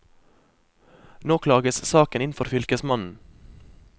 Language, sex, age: Norwegian, male, 23